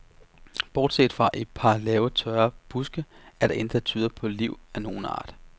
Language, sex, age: Danish, male, 33